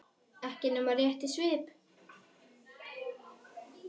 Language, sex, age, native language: Icelandic, male, 10, Icelandic